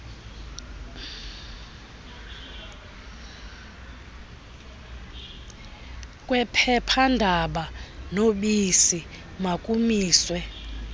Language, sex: Xhosa, female